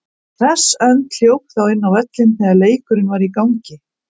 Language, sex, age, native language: Icelandic, female, 40-49, Icelandic